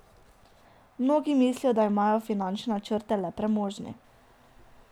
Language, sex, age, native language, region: Slovenian, female, 18-29, Slovenian, Drava region